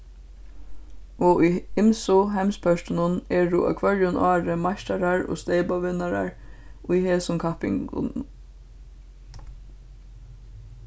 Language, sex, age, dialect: Faroese, female, 15-35, Suðurstreymoy